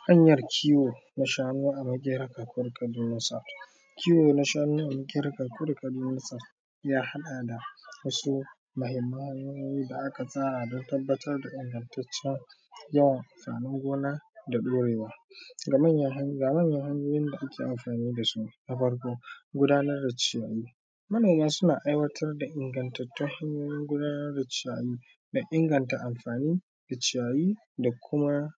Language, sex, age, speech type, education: Hausa, male, 15-29, spontaneous, primary